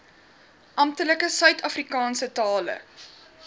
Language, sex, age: Afrikaans, female, 21